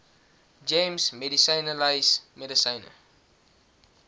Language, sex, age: Afrikaans, male, 19